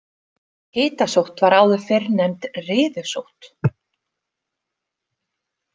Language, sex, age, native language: Icelandic, female, 40-49, Icelandic